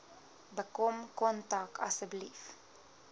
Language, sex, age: Afrikaans, female, 20